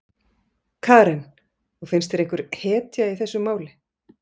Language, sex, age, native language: Icelandic, female, 40-49, Icelandic